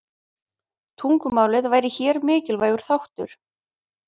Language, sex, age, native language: Icelandic, female, 30-39, Icelandic